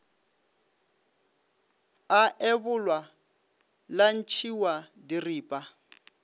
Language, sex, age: Northern Sotho, male, 25